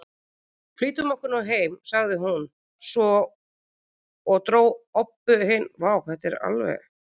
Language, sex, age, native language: Icelandic, female, 40-49, Icelandic